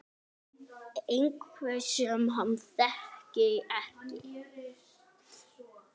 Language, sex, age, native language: Icelandic, male, 9, Icelandic